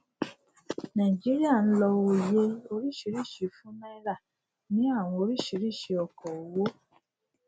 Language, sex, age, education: Yoruba, female, 46-60, tertiary